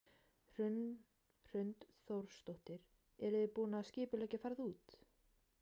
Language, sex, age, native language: Icelandic, female, 18-19, Icelandic